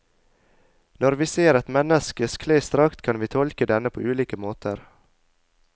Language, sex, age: Norwegian, male, 22